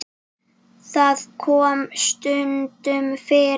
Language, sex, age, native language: Icelandic, female, 7, Icelandic